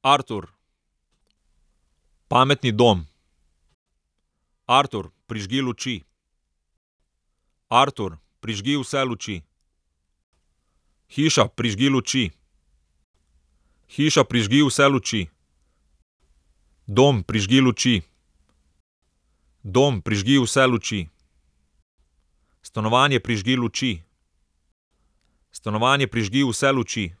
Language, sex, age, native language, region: Slovenian, male, 30-49, Slovenian, Southeast Slovenia